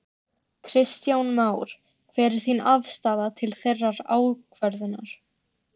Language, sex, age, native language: Icelandic, female, 13, Icelandic